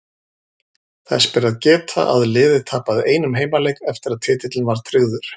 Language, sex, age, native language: Icelandic, male, 40-49, Icelandic